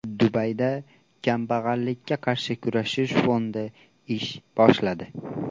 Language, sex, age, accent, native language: Uzbek, male, 18-24, Andijon, Uzbek